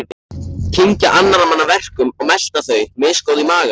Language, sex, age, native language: Icelandic, male, 14, Icelandic